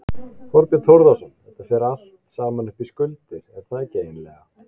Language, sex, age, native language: Icelandic, male, 20-29, Icelandic